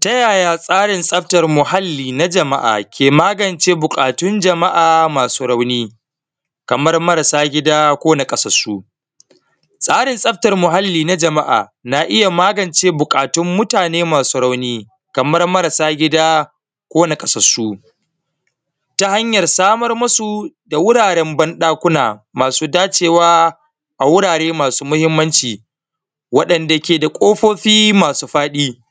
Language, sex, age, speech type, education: Hausa, male, 15-29, spontaneous, primary